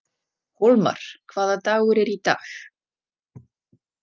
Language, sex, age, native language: Icelandic, female, 40-49, Czech